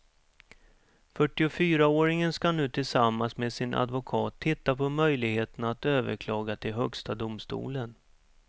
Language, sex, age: Swedish, male, 47